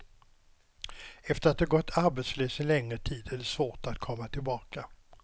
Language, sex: Swedish, male